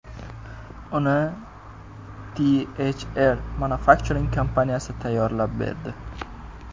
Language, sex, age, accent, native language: Uzbek, male, 18-24, Jizzax, Uzbek